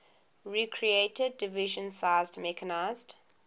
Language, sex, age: English, female, 20